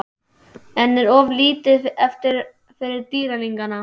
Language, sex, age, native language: Icelandic, male, 12, Icelandic